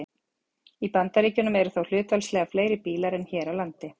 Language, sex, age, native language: Icelandic, female, 40-49, Icelandic